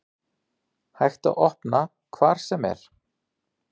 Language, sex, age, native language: Icelandic, male, 40-49, Icelandic